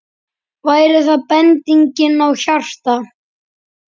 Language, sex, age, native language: Icelandic, male, 10, Icelandic